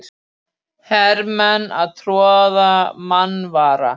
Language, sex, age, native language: Icelandic, female, 40-49, Icelandic